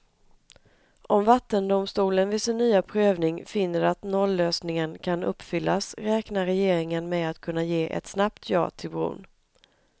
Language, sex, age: Swedish, female, 31